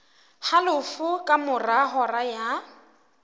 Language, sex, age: Southern Sotho, female, 23